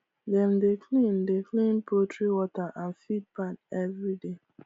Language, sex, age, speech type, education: Nigerian Pidgin, female, 15-29, spontaneous, tertiary